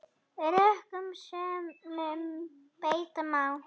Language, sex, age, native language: Icelandic, female, 10, Icelandic